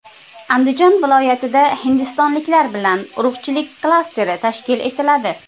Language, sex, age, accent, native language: Uzbek, female, 25-34, Qashqadaryo, Uzbek